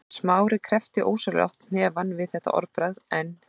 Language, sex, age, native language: Icelandic, female, 40-49, Icelandic